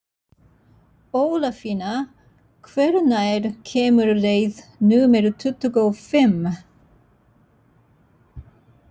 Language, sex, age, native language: Icelandic, female, 60-69, Japanese